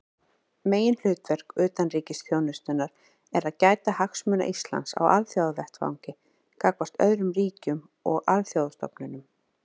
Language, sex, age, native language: Icelandic, female, 40-49, Icelandic